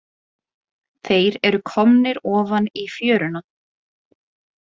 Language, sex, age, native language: Icelandic, female, 20-29, Icelandic